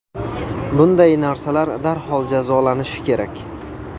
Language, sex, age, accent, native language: Uzbek, male, 19-29, Toshkent viloyati, Uzbek